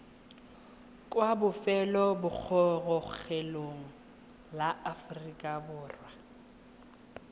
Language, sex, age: Tswana, female, 18